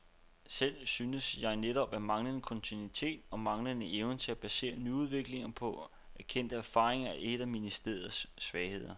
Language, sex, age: Danish, male, 29